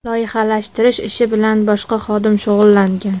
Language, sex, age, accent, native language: Uzbek, female, 18-24, Namangan, Uzbek